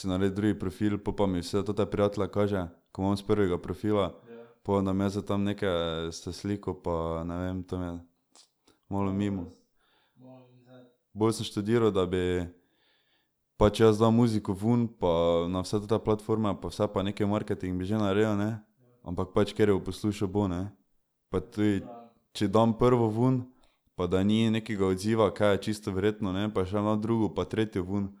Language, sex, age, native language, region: Slovenian, male, 18-29, Slovenian, Drava region